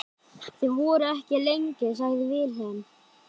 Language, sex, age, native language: Icelandic, other, 11, Icelandic